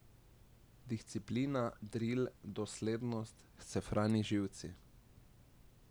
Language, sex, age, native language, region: Slovenian, male, 18-29, Slovenian, Drava region